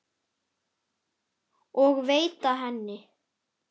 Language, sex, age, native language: Icelandic, male, 10, Icelandic